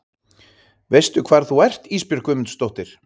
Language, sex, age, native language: Icelandic, male, 30-39, Icelandic